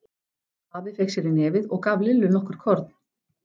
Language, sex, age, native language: Icelandic, female, 14, Icelandic